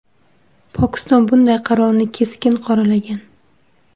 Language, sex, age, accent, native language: Uzbek, female, 19-29, Surxondaryo, Uzbek